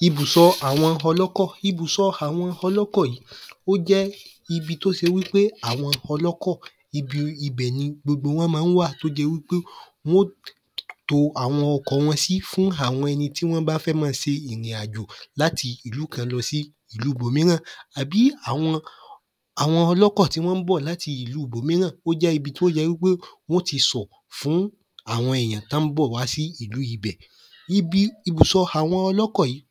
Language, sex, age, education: Yoruba, male, 15-29, tertiary